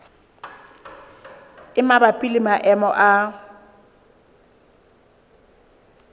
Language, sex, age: Southern Sotho, female, 23